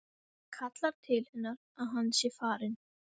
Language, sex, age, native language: Icelandic, female, 12, Icelandic